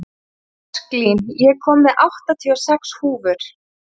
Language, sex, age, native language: Icelandic, female, 30-39, Icelandic